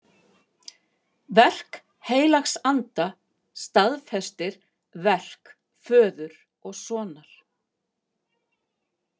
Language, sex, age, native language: Icelandic, female, 50-59, Icelandic